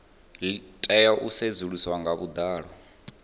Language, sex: Venda, male